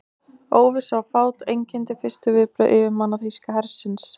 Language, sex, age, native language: Icelandic, female, 60-69, Icelandic